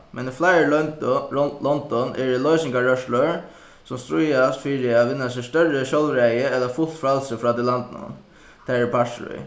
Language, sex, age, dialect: Faroese, male, 15-35, Suðuroy